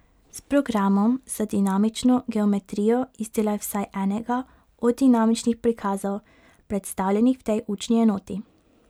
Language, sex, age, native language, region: Slovenian, female, 18-29, Slovenian, Pomurje region